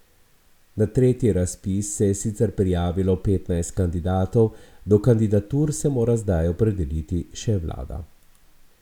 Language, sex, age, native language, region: Slovenian, male, 50-59, Slovenian, Abroad